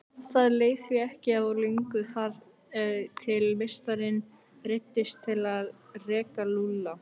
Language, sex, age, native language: Icelandic, other, 18-19, Icelandic